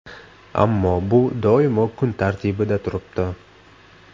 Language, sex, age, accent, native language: Uzbek, male, 25-34, Namangan, Uzbek